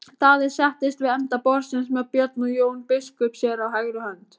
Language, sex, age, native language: Icelandic, female, 18-19, Icelandic